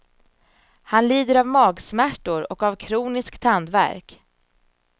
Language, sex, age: Swedish, female, 34